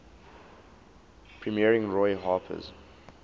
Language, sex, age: English, male, 19